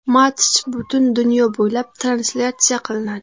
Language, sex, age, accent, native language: Uzbek, female, 12-17, Qashqadaryo, Uzbek